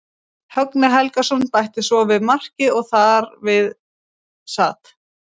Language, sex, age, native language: Icelandic, female, 30-39, Icelandic